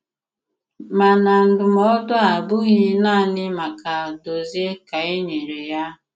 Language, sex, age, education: Igbo, female, 15-29, tertiary